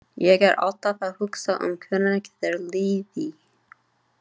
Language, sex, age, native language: Icelandic, female, 30-39, English